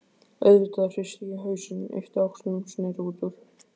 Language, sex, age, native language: Icelandic, male, 15, Icelandic